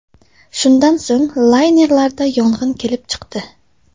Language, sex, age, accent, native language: Uzbek, female, under 19, Samarqand, Tajik